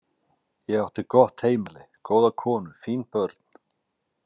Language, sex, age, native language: Icelandic, male, 40-49, Icelandic